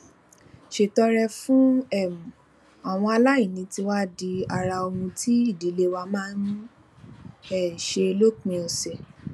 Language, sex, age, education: Yoruba, female, 15-29, tertiary